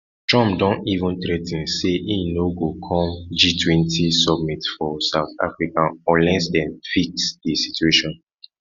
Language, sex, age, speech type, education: Nigerian Pidgin, male, 15-29, spontaneous, tertiary